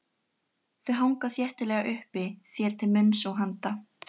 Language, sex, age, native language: Icelandic, female, 13, Icelandic